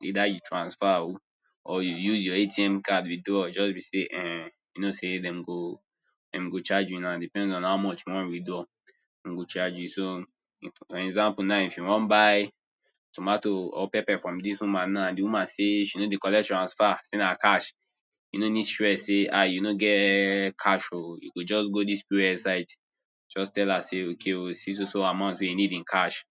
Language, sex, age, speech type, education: Nigerian Pidgin, male, 30-45, spontaneous, tertiary